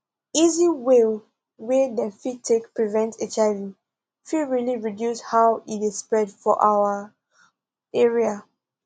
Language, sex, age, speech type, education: Nigerian Pidgin, female, 15-29, spontaneous, tertiary